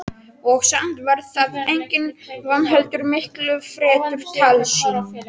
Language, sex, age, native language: Icelandic, male, 40-49, Polish